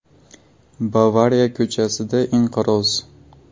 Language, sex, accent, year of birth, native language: Uzbek, male, Buxoro, 2002, Uzbek